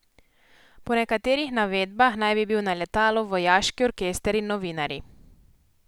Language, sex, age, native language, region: Slovenian, female, 18-29, Slovenian, Posavska region